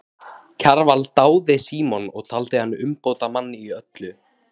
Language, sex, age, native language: Icelandic, male, 18-19, Icelandic